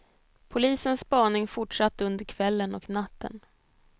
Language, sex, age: Swedish, female, 22